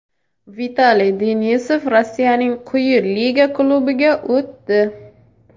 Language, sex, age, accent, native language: Uzbek, female, 18-24, Samarqand, Uzbek